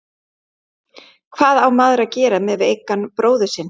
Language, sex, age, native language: Icelandic, female, 11, Icelandic